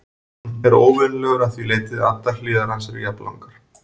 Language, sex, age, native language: Icelandic, male, 40-49, Icelandic